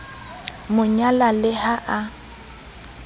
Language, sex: Southern Sotho, female